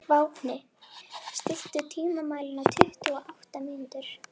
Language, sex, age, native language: Icelandic, female, 11, Icelandic